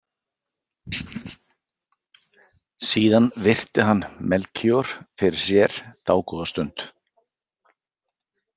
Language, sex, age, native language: Icelandic, male, 40-49, Icelandic